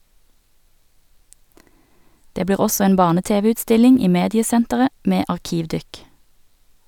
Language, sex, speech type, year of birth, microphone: Norwegian, female, read, 1969, Sennheiser